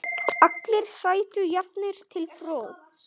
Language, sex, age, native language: Icelandic, male, 9, Icelandic